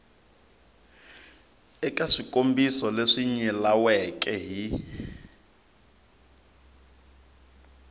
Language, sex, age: Tsonga, male, 22